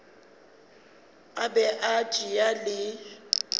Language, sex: Northern Sotho, female